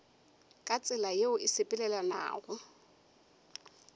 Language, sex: Northern Sotho, female